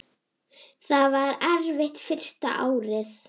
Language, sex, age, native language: Icelandic, female, 7, Icelandic